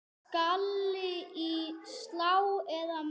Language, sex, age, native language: Icelandic, female, 6, Icelandic